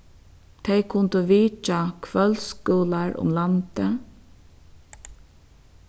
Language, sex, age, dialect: Faroese, female, 36-60, Suðurstreymoy